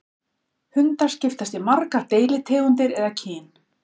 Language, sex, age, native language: Icelandic, female, 50-59, Icelandic